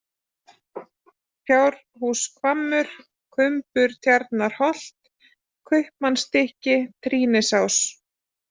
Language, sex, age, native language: Icelandic, female, 30-39, Icelandic